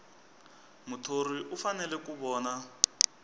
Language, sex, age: Tsonga, male, 23